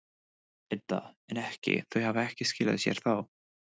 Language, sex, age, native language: Icelandic, male, 20-29, English